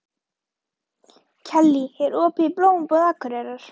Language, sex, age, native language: Icelandic, female, 11, Icelandic